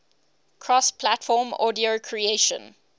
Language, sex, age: English, female, 18